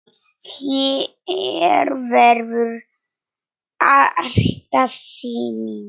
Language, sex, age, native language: Icelandic, female, 9, Polish